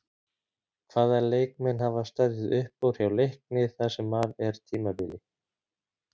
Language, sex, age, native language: Icelandic, male, 30-39, Icelandic